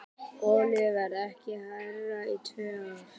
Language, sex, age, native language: Icelandic, male, 18-19, Icelandic